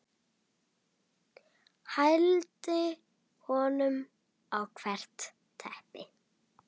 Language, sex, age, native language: Icelandic, female, 8, Icelandic